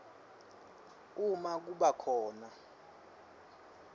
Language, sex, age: Swati, male, 23